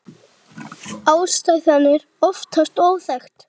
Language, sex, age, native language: Icelandic, female, 8, Icelandic